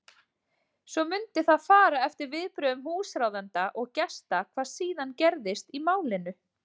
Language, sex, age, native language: Icelandic, female, 40-49, Icelandic